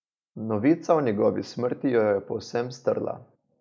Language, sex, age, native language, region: Slovenian, male, 18-29, Slovenian, Coastal Karst region